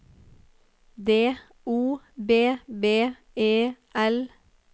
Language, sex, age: Norwegian, female, 30